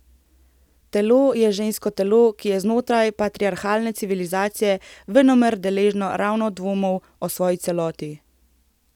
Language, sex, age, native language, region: Slovenian, female, 18-29, Slovenian, Central Slovenia